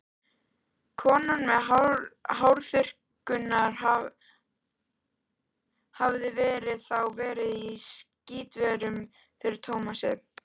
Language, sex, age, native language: Icelandic, female, 13, Icelandic